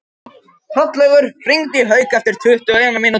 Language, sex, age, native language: Icelandic, male, 18-19, Japanese